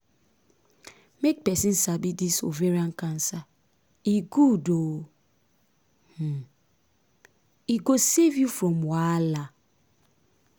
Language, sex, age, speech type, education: Nigerian Pidgin, female, 15-29, spontaneous, tertiary